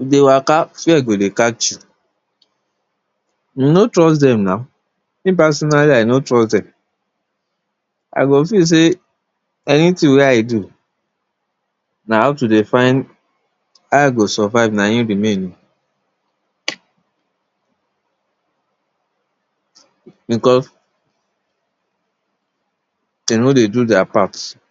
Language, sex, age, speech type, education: Nigerian Pidgin, male, 60+, spontaneous, tertiary